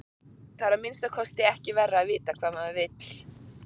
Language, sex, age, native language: Icelandic, female, 40-49, Icelandic